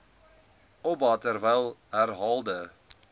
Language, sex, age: Afrikaans, male, 20